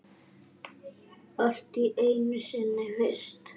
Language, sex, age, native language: Icelandic, female, 10, Icelandic